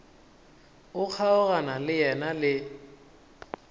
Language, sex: Northern Sotho, male